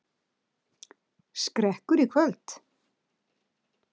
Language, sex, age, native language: Icelandic, female, 60-69, Icelandic